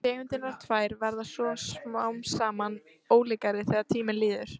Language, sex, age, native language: Icelandic, female, 30-39, Icelandic